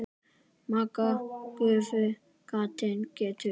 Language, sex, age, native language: Icelandic, male, 10, Icelandic